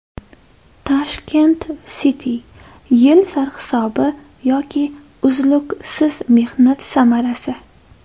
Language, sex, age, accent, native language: Uzbek, female, 18-24, Toshkent shahri, Uzbek